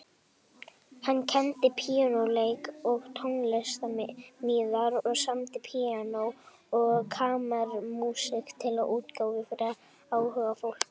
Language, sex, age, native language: Icelandic, female, 18-19, Icelandic